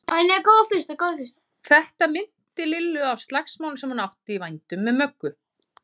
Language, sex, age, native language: Icelandic, female, 30-39, Icelandic